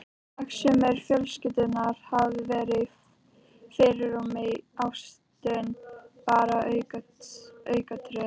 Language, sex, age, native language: Icelandic, other, 13, Icelandic